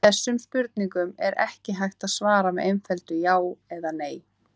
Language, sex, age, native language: Icelandic, female, 18-19, Icelandic